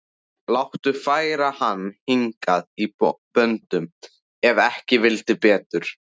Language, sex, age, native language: Icelandic, male, 14, Icelandic